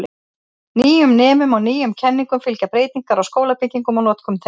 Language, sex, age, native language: Icelandic, female, 50-59, Icelandic